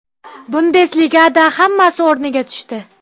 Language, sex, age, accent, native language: Uzbek, female, 12-17, Jizzax, Uzbek